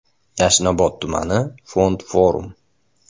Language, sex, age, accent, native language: Uzbek, male, 18-24, Andijon, Uzbek